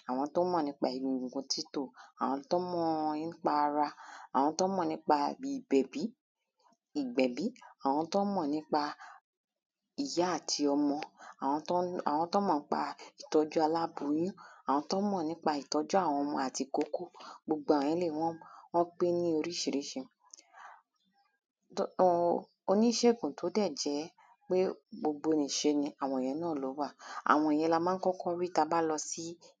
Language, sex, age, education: Yoruba, female, 30-45, tertiary